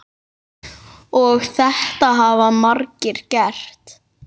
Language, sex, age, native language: Icelandic, male, 9, Icelandic